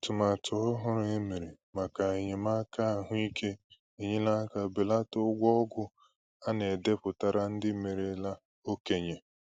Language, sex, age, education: Igbo, male, 15-29, tertiary